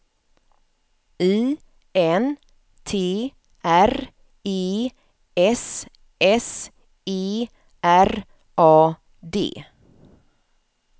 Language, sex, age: Swedish, female, 54